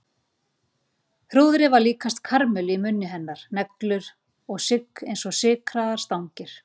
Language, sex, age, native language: Icelandic, female, 40-49, Icelandic